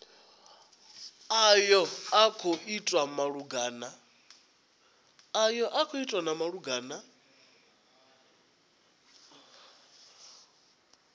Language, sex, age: Venda, male, 20